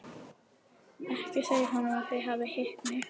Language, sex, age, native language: Icelandic, female, 11, Icelandic